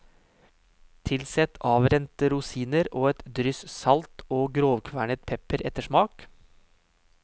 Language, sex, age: Norwegian, male, 31